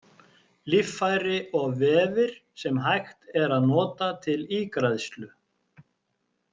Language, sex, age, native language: Icelandic, male, 50-59, Icelandic